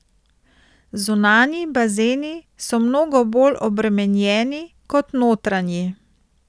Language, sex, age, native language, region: Slovenian, female, 30-49, Slovenian, Central Slovenia